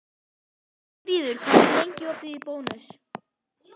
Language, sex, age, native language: Icelandic, female, 11, Icelandic